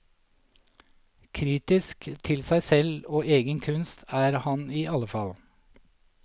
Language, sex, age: Norwegian, male, 47